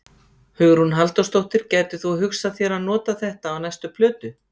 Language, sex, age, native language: Icelandic, female, 50-59, Icelandic